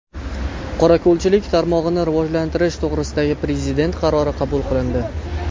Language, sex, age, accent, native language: Uzbek, male, under 19, Andijon, Uzbek